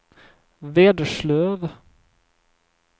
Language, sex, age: Swedish, male, 31